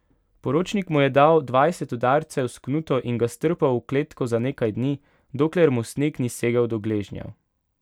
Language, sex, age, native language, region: Slovenian, male, 18-29, Slovenian, Pomurje region